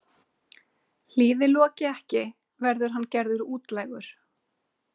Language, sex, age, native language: Icelandic, female, 30-39, Icelandic